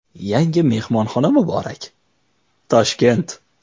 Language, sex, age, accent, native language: Uzbek, male, 19-29, Toshkent shahri, Uzbek